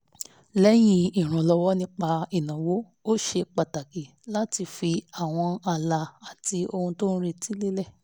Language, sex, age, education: Yoruba, female, 15-29, tertiary